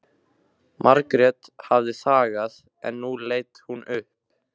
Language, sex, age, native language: Icelandic, male, 15, Icelandic